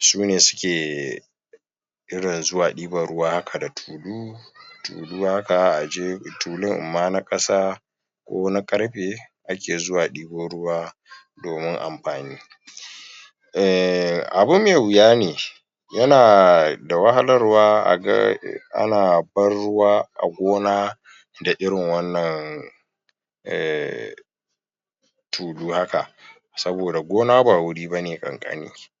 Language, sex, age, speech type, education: Hausa, male, 15-29, spontaneous, tertiary